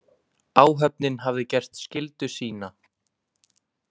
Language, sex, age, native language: Icelandic, male, 20-29, Icelandic